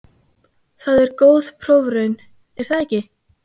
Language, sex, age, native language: Icelandic, female, 15, Icelandic